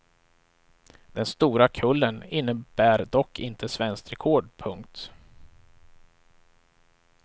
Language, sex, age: Swedish, male, 35